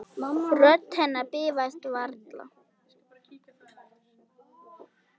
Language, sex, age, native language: Icelandic, female, 10, Icelandic